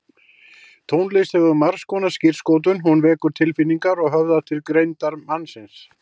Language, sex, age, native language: Icelandic, male, 60-69, Icelandic